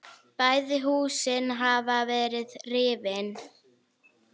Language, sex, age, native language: Icelandic, female, 9, Icelandic